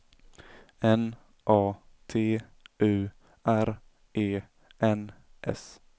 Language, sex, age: Swedish, male, 17